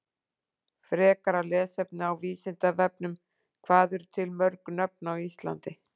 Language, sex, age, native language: Icelandic, female, 40-49, Icelandic